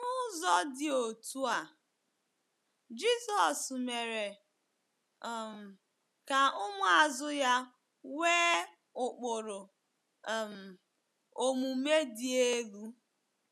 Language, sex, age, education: Igbo, female, 15-29, tertiary